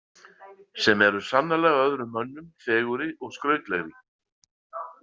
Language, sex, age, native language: Icelandic, male, 50-59, Icelandic